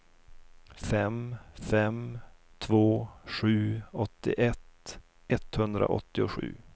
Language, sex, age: Swedish, male, 32